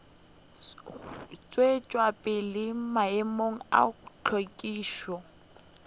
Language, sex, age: Northern Sotho, female, 21